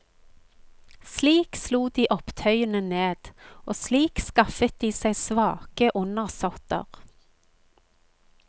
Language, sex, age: Norwegian, female, 45